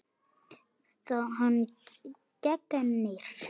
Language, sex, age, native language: Icelandic, male, 7, Icelandic